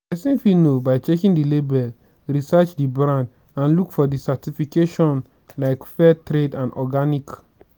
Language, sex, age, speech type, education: Nigerian Pidgin, male, 15-29, spontaneous, tertiary